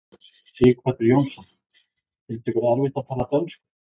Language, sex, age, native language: Icelandic, male, 20-29, Icelandic